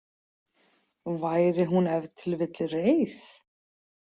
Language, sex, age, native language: Icelandic, female, 40-49, Icelandic